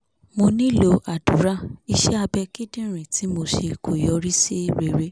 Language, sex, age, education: Yoruba, female, 15-29, tertiary